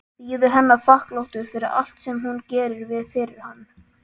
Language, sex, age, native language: Icelandic, male, 11, Icelandic